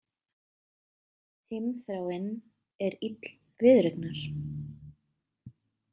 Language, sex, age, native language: Icelandic, female, 20-29, Icelandic